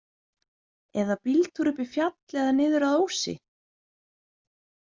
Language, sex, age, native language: Icelandic, female, 20-29, Icelandic